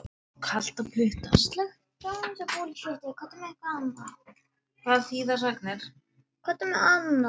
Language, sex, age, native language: Icelandic, female, 9, Icelandic